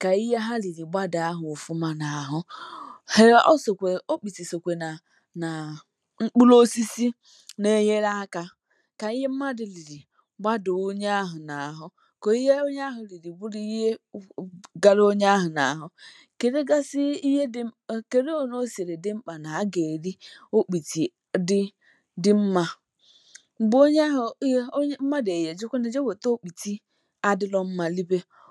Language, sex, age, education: Igbo, female, 15-29, tertiary